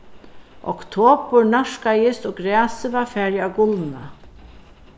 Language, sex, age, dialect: Faroese, female, 36-60, Suðurstreymoy